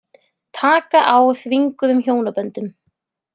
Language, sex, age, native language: Icelandic, female, 20-29, Icelandic